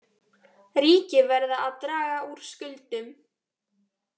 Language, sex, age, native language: Icelandic, female, 18-19, Icelandic